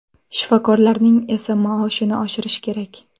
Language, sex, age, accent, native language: Uzbek, female, 18-24, Samarqand, Uzbek